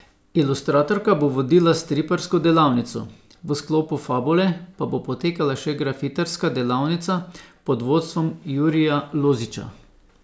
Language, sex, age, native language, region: Slovenian, male, 50-59, Slovenian, Savinja region